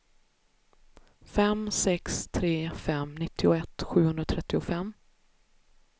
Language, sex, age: Swedish, female, 33